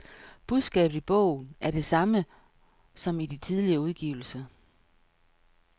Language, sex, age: Danish, female, 55